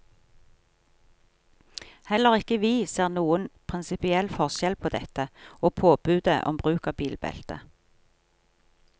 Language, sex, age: Norwegian, female, 43